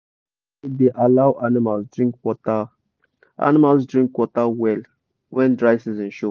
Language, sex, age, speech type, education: Nigerian Pidgin, male, 15-29, spontaneous, tertiary